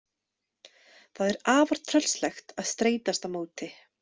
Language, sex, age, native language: Icelandic, female, 30-39, Icelandic